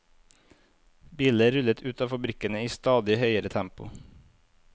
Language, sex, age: Norwegian, male, 25